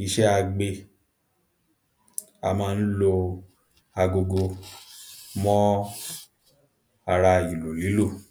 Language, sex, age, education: Yoruba, male, 15-29, primary